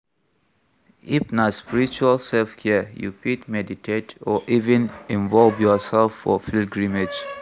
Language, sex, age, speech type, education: Nigerian Pidgin, male, 46-60, read, tertiary